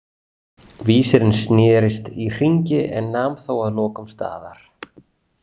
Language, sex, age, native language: Icelandic, male, 40-49, Icelandic